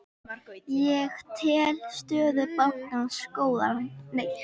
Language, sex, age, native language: Icelandic, female, 10, Icelandic